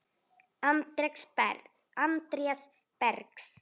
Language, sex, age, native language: Icelandic, female, 8, Icelandic